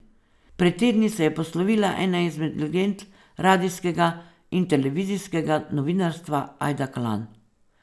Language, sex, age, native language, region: Slovenian, female, 50-59, Slovenian, Savinja region